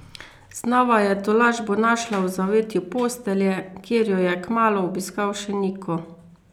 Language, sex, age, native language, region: Slovenian, female, 50-59, Slovenian, Carinthia region